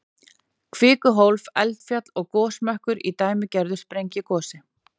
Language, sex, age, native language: Icelandic, female, 40-49, Icelandic